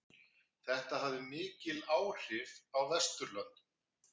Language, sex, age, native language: Icelandic, male, 50-59, Icelandic